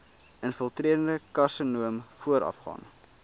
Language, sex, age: Afrikaans, male, 19